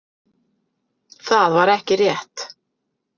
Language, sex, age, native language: Icelandic, female, 50-59, Icelandic